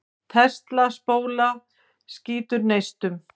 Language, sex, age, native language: Icelandic, female, 50-59, Icelandic